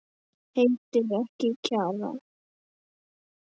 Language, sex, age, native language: Icelandic, male, 10, Icelandic